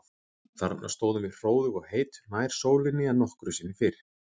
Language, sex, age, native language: Icelandic, male, 40-49, Icelandic